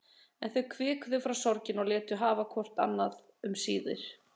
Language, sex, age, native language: Icelandic, female, 30-39, Icelandic